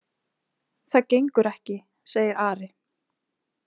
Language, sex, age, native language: Icelandic, female, 20-29, Icelandic